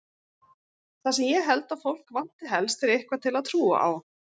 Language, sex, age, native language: Icelandic, female, 40-49, Icelandic